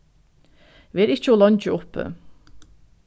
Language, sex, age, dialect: Faroese, female, 36-60, Norðuroyggjar